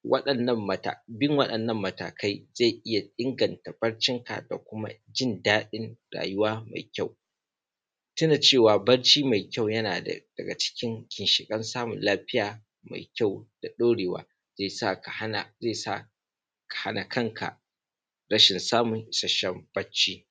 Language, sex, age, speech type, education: Hausa, male, 15-29, spontaneous, primary